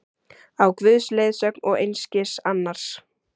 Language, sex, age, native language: Icelandic, female, 14, Icelandic